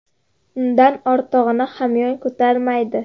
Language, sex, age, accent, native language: Uzbek, female, under 19, Farg'ona, Uzbek